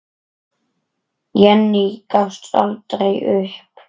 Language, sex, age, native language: Icelandic, male, 9, Icelandic